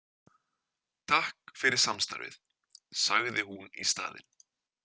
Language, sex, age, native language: Icelandic, male, 20-29, Icelandic